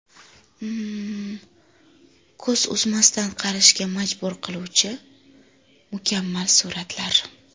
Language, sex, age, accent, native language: Uzbek, female, 25-34, Sirdaryo, Uzbek